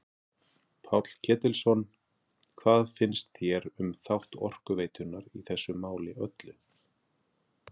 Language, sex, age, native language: Icelandic, male, 40-49, Icelandic